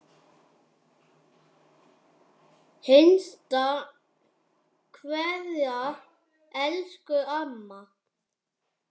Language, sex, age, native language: Icelandic, male, 7, Icelandic